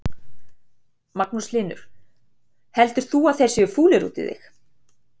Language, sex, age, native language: Icelandic, female, 40-49, Icelandic